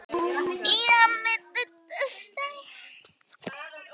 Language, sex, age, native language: Icelandic, male, 11, Icelandic